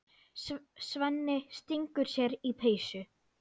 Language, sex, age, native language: Icelandic, female, 9, Icelandic